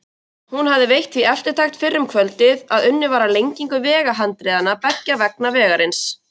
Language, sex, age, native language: Icelandic, female, 20-29, Icelandic